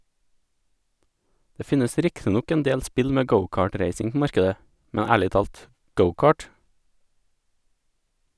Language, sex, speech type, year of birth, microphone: Norwegian, male, read, 1987, Sennheiser